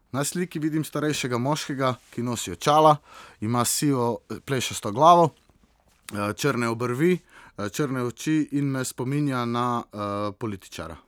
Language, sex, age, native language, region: Slovenian, male, 18-29, Slovenian, Southeast Slovenia